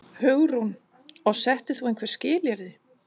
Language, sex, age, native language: Icelandic, female, 40-49, Danish